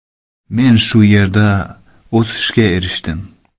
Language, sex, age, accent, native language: Uzbek, male, 25-34, Qoraqalpog'iston, Karakalpak